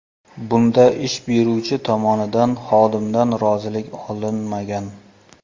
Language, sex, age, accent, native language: Uzbek, male, 35+, Surxondaryo, Uzbek